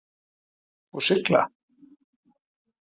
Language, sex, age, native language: Icelandic, male, 30-39, Icelandic